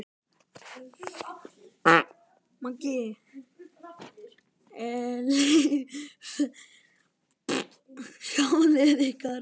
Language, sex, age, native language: Icelandic, male, 10, Icelandic